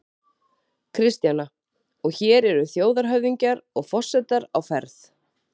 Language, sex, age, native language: Icelandic, female, 30-39, Icelandic